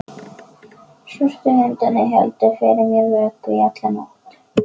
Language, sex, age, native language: Icelandic, female, 11, Icelandic